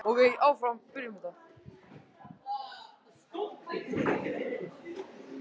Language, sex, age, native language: Icelandic, male, 13, Icelandic